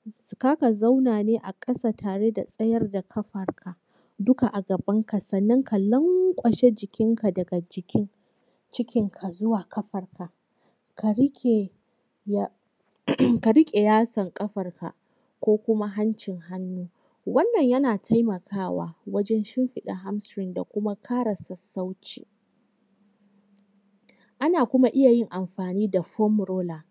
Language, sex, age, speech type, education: Hausa, female, 15-29, spontaneous, secondary